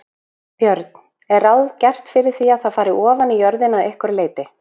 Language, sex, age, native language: Icelandic, female, 40-49, Icelandic